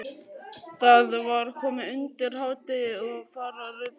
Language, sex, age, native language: Icelandic, male, 11, Icelandic